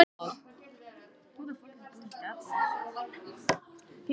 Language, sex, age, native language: Icelandic, female, 14, Icelandic